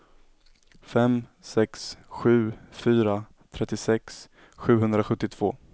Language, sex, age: Swedish, male, 17